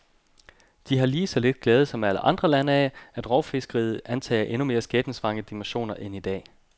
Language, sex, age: Danish, male, 29